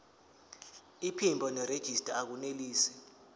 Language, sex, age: Zulu, male, 19